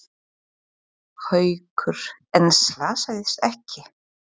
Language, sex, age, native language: Icelandic, female, 40-49, Polish